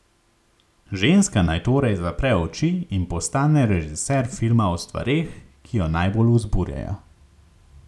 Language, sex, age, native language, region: Slovenian, male, 18-29, Slovenian, Gorenjska region